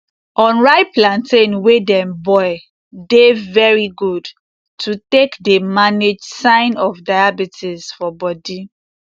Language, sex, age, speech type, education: Nigerian Pidgin, female, 15-29, spontaneous, tertiary